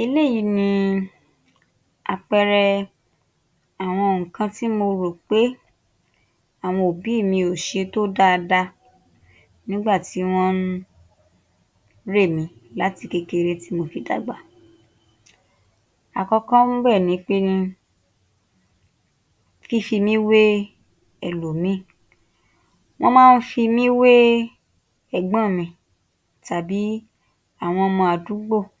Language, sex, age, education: Yoruba, female, 30-45, tertiary